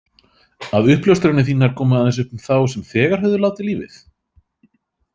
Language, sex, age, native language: Icelandic, male, 30-39, Icelandic